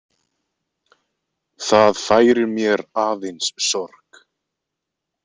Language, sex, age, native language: Icelandic, male, 20-29, Icelandic